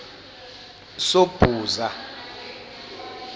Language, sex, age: Swati, male, 19